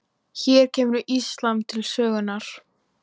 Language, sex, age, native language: Icelandic, female, 18-19, Icelandic